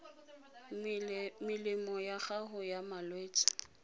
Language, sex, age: Tswana, female, 22